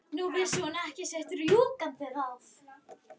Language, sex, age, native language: Icelandic, female, 11, Icelandic